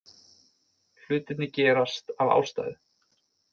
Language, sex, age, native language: Icelandic, male, 20-29, Icelandic